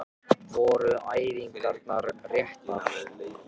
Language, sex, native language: Icelandic, other, Japanese